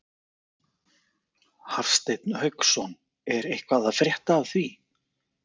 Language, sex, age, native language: Icelandic, male, 40-49, Icelandic